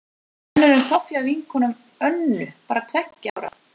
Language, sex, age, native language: Icelandic, female, 40-49, Icelandic